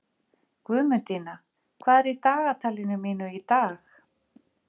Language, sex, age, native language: Icelandic, female, 50-59, Icelandic